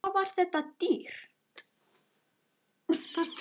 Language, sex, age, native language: Icelandic, male, 9, Icelandic